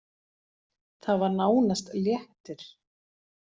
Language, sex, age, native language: Icelandic, female, 40-49, Icelandic